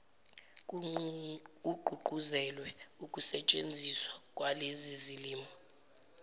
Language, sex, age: Zulu, female, 17